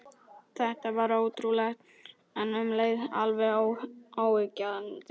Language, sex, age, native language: Icelandic, male, 12, Polish